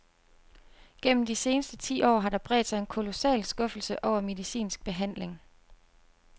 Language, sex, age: Danish, female, 29